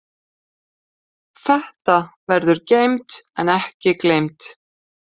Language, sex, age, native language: Icelandic, female, 50-59, Icelandic